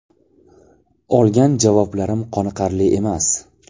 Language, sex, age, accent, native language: Uzbek, male, 18-24, Toshkent shahri, Uzbek